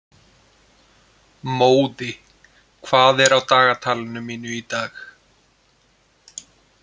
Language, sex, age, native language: Icelandic, male, 20-29, Icelandic